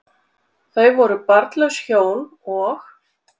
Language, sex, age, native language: Icelandic, female, 40-49, Icelandic